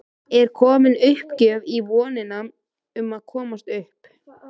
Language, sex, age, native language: Icelandic, female, 13, Icelandic